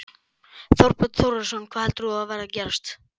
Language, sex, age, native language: Icelandic, male, 12, Icelandic